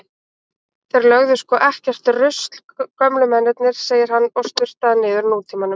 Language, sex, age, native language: Icelandic, female, 18-19, Icelandic